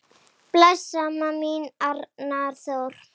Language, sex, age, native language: Icelandic, female, 10, Icelandic